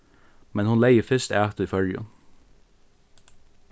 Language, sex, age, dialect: Faroese, male, 15-35, Norðurstreymoy/Eysturoy